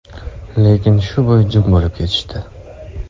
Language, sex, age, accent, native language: Uzbek, male, 18-24, Farg'ona, Uzbek